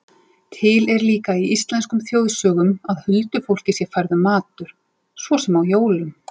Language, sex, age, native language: Icelandic, female, 40-49, Icelandic